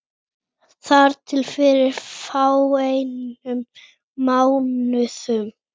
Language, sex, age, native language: Icelandic, female, 18-19, Icelandic